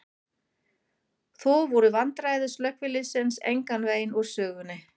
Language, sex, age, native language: Icelandic, female, 40-49, German